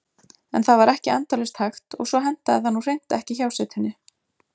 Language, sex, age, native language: Icelandic, female, 20-29, Icelandic